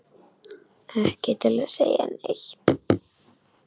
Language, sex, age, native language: Icelandic, female, 10, Icelandic